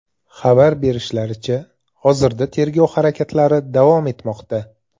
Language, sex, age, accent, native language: Uzbek, male, 35+, Toshkent viloyati, Uzbek